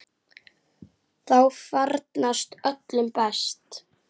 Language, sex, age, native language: Icelandic, female, 9, Icelandic